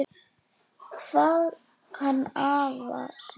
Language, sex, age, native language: Icelandic, other, 10, Icelandic